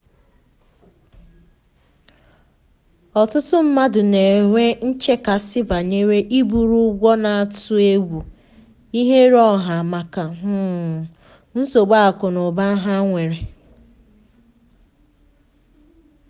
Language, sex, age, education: Igbo, female, 15-29, tertiary